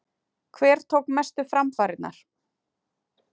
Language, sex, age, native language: Icelandic, female, 40-49, Icelandic